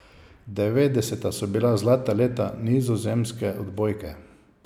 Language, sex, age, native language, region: Slovenian, male, 50-59, Slovenian, Savinja region